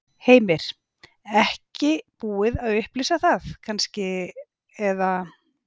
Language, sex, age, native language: Icelandic, female, 40-49, Icelandic